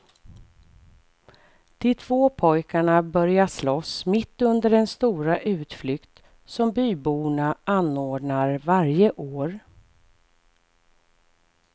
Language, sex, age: Swedish, female, 44